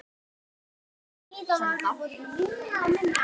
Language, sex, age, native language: Icelandic, female, 10, Icelandic